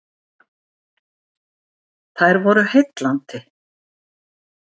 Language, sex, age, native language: Icelandic, female, 70-79, Icelandic